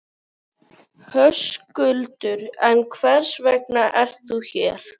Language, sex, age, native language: Icelandic, other, 11, Icelandic